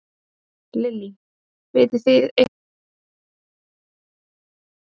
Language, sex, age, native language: Icelandic, female, 30-39, Icelandic